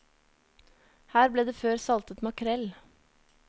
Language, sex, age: Norwegian, female, 30